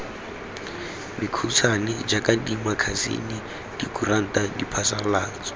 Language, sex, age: Tswana, male, 18